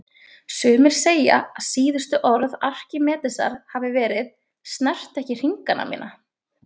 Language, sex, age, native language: Icelandic, female, 20-29, Icelandic